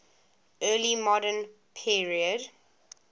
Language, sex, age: English, female, 20